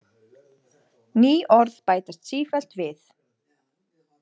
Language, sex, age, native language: Icelandic, female, 20-29, Icelandic